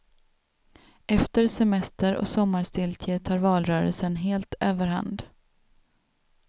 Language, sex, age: Swedish, female, 27